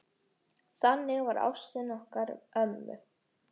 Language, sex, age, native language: Icelandic, male, 6, Icelandic